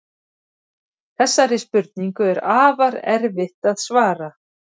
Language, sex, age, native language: Icelandic, female, 50-59, Icelandic